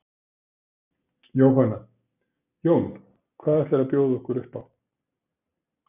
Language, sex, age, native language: Icelandic, male, 60-69, Icelandic